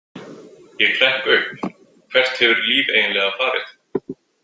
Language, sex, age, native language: Icelandic, male, 20-29, Icelandic